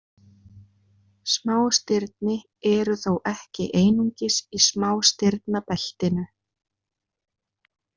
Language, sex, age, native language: Icelandic, female, 20-29, Icelandic